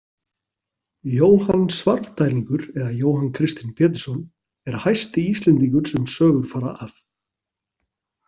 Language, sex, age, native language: Icelandic, male, 40-49, Icelandic